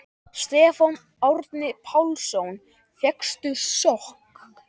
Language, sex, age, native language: Icelandic, male, 10, Icelandic